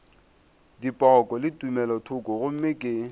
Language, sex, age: Northern Sotho, male, 24